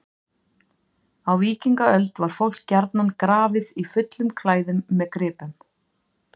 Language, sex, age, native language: Icelandic, female, 40-49, Icelandic